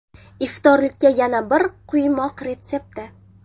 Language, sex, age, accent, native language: Uzbek, female, 19-29, Jizzax, Uzbek